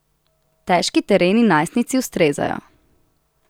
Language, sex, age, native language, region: Slovenian, female, 18-29, Slovenian, Southeast Slovenia